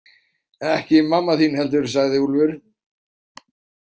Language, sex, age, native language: Icelandic, male, 40-49, Icelandic